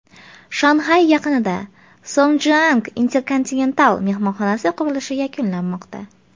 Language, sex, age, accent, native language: Uzbek, female, 25-34, Farg'ona, Uzbek